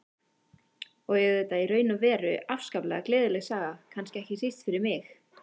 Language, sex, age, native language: Icelandic, female, 18-19, Icelandic